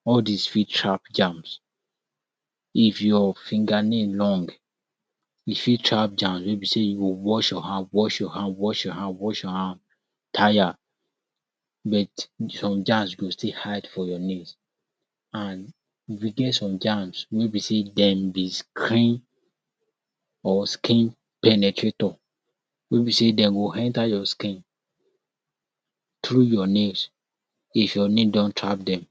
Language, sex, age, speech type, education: Nigerian Pidgin, male, 46-60, spontaneous, tertiary